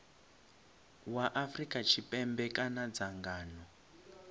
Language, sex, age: Venda, male, 25